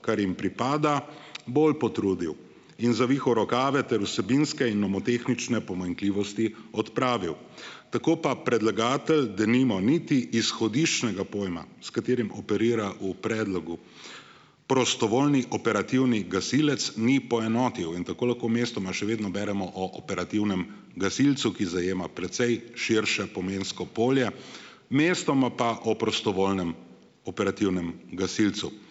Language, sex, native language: Slovenian, male, Slovenian